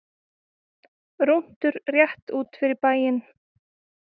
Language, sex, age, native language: Icelandic, female, 10, Icelandic